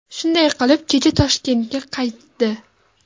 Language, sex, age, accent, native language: Uzbek, female, 18-24, Farg'ona, Uzbek